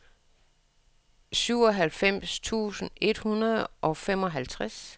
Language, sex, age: Danish, female, 61